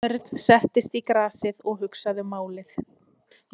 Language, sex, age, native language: Icelandic, female, 20-29, Icelandic